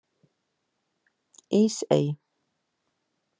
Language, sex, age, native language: Icelandic, female, 50-59, Icelandic